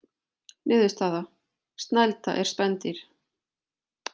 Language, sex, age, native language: Icelandic, female, 40-49, Icelandic